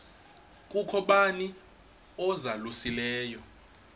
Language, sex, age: Xhosa, male, 21